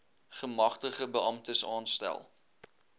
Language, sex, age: Afrikaans, male, 21